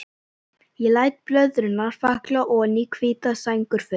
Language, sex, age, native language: Icelandic, female, 11, Icelandic